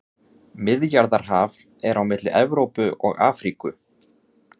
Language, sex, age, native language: Icelandic, male, 30-39, Icelandic